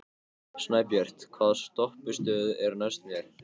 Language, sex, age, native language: Icelandic, male, 15, Icelandic